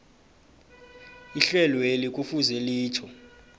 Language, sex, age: South Ndebele, male, 23